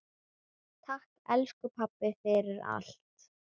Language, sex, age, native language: Icelandic, female, 9, Icelandic